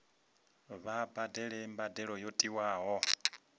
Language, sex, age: Venda, male, 25